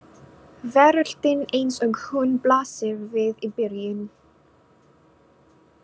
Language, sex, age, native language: Icelandic, female, 20-29, Filipino